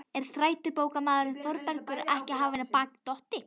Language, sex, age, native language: Icelandic, female, 12, Icelandic